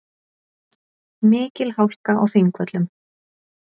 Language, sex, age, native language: Icelandic, female, 40-49, Icelandic